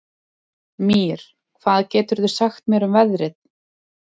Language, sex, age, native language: Icelandic, female, 20-29, Icelandic